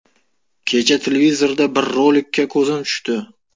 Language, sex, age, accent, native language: Uzbek, male, 18-24, Farg'ona, Uzbek